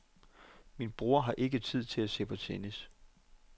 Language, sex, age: Danish, male, 25